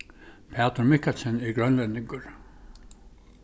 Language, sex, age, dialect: Faroese, male, 61+, Suðurstreymoy